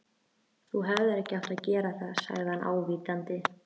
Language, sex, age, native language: Icelandic, female, 13, Icelandic